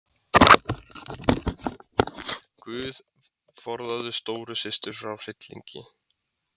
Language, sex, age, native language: Icelandic, male, 20-29, Icelandic